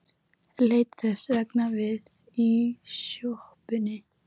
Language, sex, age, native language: Icelandic, female, 12, Icelandic